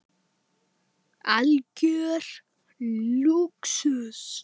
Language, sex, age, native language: Icelandic, male, 10, Icelandic